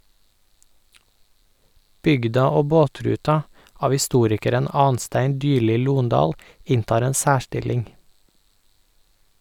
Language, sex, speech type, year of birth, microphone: Norwegian, male, read, 1988, Sennheiser